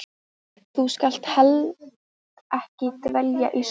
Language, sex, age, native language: Icelandic, female, 13, Icelandic